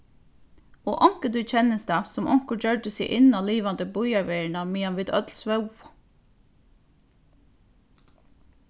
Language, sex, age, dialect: Faroese, female, 15-35, Norðurstreymoy/Eysturoy